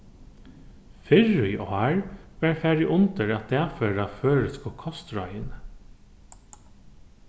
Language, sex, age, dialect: Faroese, male, 36-60, Norðurstreymoy/Eysturoy